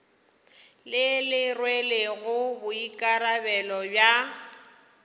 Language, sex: Northern Sotho, female